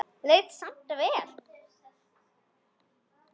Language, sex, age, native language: Icelandic, female, 10, Icelandic